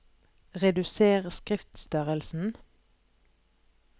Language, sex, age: Norwegian, female, 43